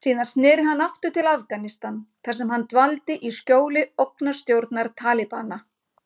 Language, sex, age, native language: Icelandic, female, 50-59, Icelandic